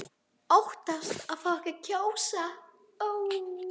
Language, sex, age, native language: Icelandic, male, 18-19, Icelandic